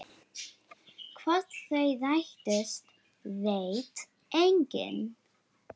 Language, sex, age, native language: Icelandic, female, 8, Icelandic